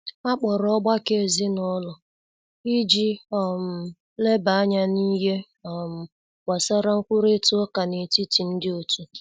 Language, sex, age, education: Igbo, female, 30-45, secondary